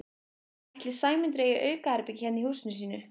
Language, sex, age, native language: Icelandic, female, 15, Icelandic